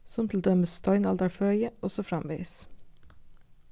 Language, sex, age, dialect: Faroese, female, 15-35, Norðurstreymoy/Eysturoy